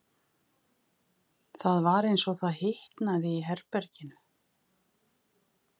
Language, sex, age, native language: Icelandic, female, 50-59, Icelandic